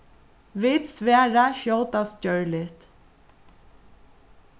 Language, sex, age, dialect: Faroese, female, 36-60, Suðuroy